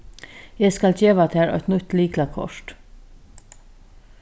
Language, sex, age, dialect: Faroese, female, 36-60, Norðurstreymoy/Eysturoy